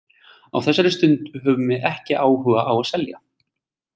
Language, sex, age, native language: Icelandic, male, 20-29, Icelandic